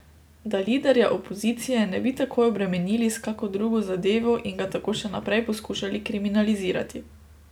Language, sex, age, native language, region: Slovenian, female, 18-29, Slovenian, Drava region